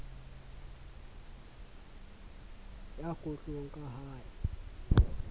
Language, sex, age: Southern Sotho, male, 24